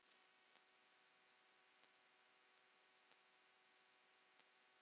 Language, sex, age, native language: Icelandic, female, 9, Icelandic